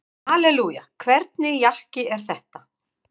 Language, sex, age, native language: Icelandic, female, 50-59, Icelandic